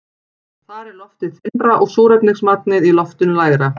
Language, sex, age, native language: Icelandic, female, 40-49, Icelandic